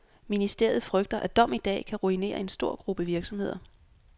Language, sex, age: Danish, female, 26